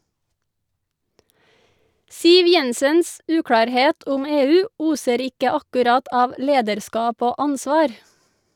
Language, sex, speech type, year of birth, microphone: Norwegian, female, read, 1984, Shure